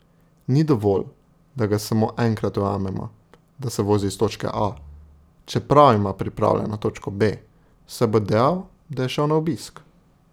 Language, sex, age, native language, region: Slovenian, male, 18-29, Slovenian, Drava region